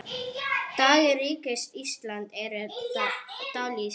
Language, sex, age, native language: Icelandic, female, 10, Arabic